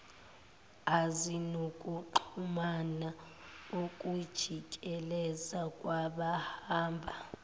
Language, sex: Zulu, female